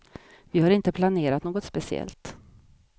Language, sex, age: Swedish, female, 50